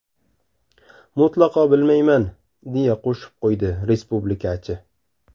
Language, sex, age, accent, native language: Uzbek, male, 18-24, Samarqand, Uzbek